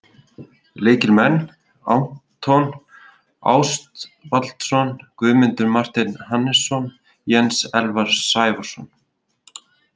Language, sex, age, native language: Icelandic, male, 30-39, Icelandic